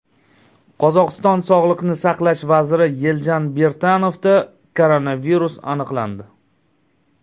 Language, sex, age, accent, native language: Uzbek, male, 19-29, Surxondaryo, Uzbek